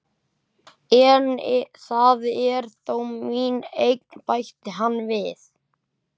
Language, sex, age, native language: Icelandic, male, 11, Icelandic